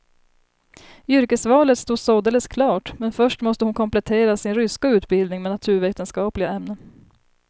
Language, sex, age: Swedish, female, 30